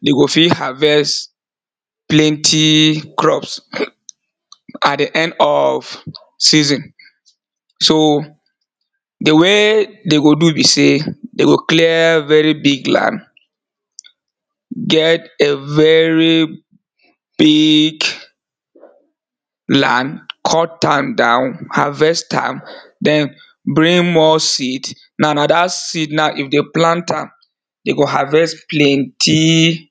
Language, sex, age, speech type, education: Nigerian Pidgin, male, 30-45, spontaneous, tertiary